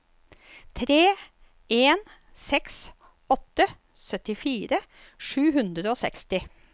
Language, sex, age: Norwegian, female, 54